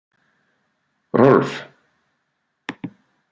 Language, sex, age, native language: Icelandic, male, 40-49, Icelandic